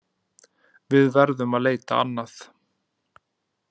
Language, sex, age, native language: Icelandic, male, 30-39, Icelandic